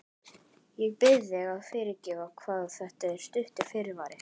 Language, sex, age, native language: Icelandic, male, 11, Icelandic